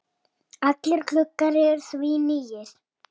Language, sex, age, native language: Icelandic, female, 6, Icelandic